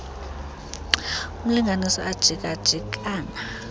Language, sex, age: Xhosa, female, 22